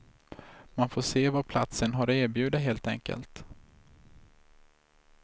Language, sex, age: Swedish, male, 26